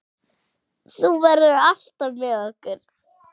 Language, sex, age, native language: Icelandic, female, 8, Icelandic